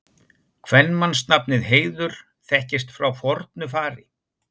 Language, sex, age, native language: Icelandic, male, 60-69, Icelandic